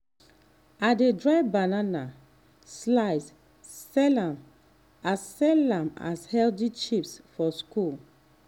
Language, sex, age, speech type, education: Nigerian Pidgin, female, 30-45, spontaneous, tertiary